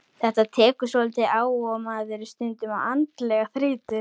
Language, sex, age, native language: Icelandic, female, 30-39, Icelandic